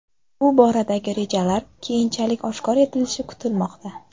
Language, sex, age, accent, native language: Uzbek, female, 25-34, Qoraqalpog'iston, Uzbek